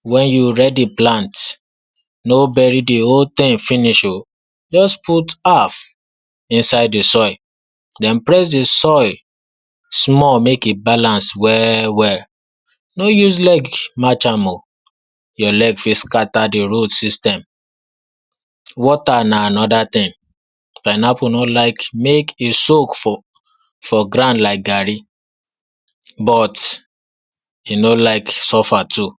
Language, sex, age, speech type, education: Nigerian Pidgin, male, 46-60, spontaneous, tertiary